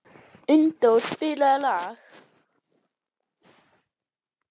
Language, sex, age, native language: Icelandic, female, 11, Icelandic